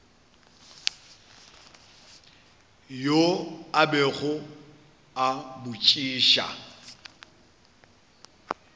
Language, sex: Northern Sotho, male